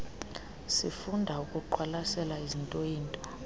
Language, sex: Xhosa, female